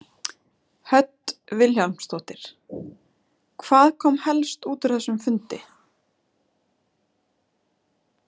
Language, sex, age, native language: Icelandic, female, 30-39, Icelandic